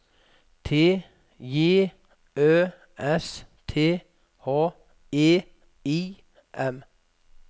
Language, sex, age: Norwegian, male, 46